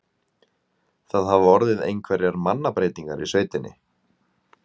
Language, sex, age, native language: Icelandic, male, 20-29, Icelandic